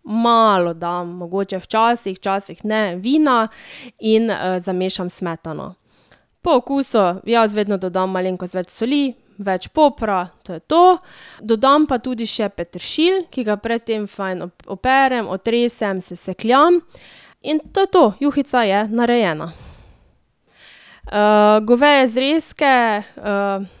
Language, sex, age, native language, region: Slovenian, female, 18-29, Slovenian, Drava region